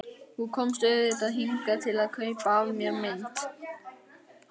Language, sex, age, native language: Icelandic, male, 11, Icelandic